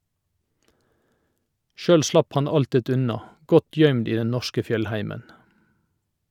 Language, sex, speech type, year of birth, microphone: Norwegian, male, read, 1961, Shure